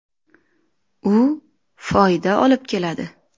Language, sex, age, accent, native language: Uzbek, female, 25-34, Xorazm, Uzbek